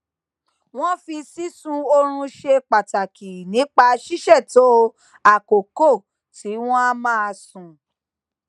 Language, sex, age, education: Yoruba, female, 15-29, tertiary